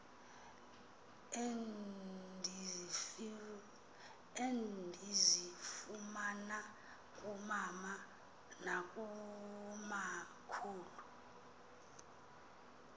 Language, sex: Xhosa, female